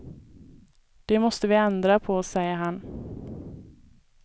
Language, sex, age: Swedish, female, 24